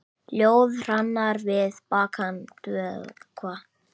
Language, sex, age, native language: Icelandic, male, 8, Icelandic